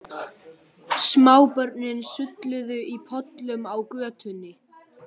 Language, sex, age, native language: Icelandic, male, 14, Icelandic